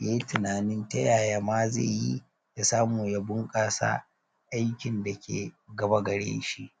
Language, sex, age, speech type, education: Hausa, male, 30-45, spontaneous, tertiary